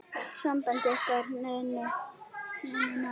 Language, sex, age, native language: Icelandic, female, 9, Icelandic